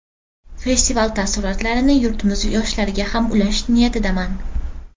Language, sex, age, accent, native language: Uzbek, female, 12-17, Farg'ona, Uzbek